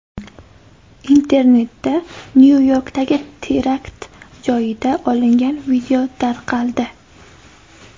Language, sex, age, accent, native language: Uzbek, female, 18-24, Toshkent shahri, Uzbek